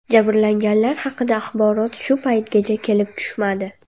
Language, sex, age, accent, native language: Uzbek, female, under 19, Andijon, Uzbek